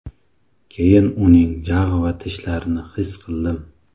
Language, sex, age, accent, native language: Uzbek, male, 18-24, Samarqand, Uzbek